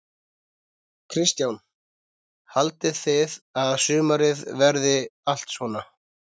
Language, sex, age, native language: Icelandic, male, 30-39, Icelandic